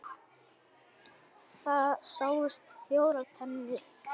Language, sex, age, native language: Icelandic, male, 9, Icelandic